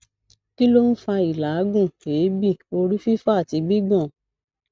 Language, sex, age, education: Yoruba, female, 60+, tertiary